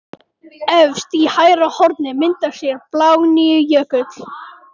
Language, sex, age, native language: Icelandic, male, 18-19, Icelandic